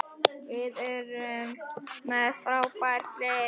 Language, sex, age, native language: Icelandic, male, 10, Icelandic